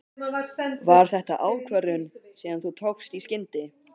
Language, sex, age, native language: Icelandic, male, 12, Icelandic